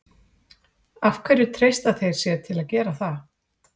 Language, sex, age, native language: Icelandic, female, 40-49, Icelandic